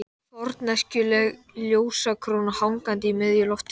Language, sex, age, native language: Icelandic, male, 12, Icelandic